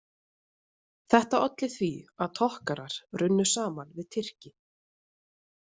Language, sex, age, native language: Icelandic, female, 30-39, Icelandic